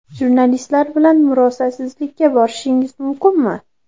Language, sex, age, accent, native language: Uzbek, female, under 19, Andijon, Uzbek